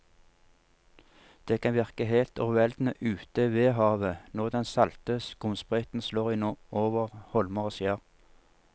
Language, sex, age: Norwegian, male, 47